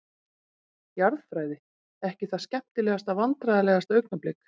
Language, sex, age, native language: Icelandic, female, 40-49, Icelandic